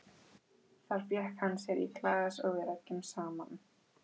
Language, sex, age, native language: Icelandic, female, 12, Icelandic